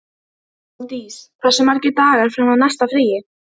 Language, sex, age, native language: Icelandic, female, 12, Icelandic